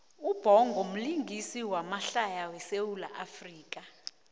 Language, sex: South Ndebele, female